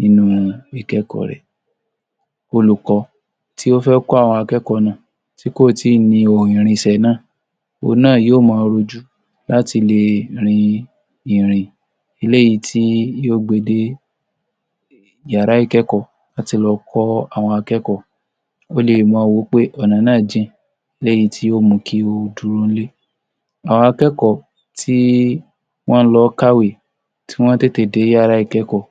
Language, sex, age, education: Yoruba, male, 46-60, tertiary